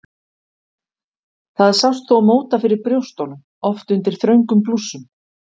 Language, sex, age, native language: Icelandic, female, 50-59, Icelandic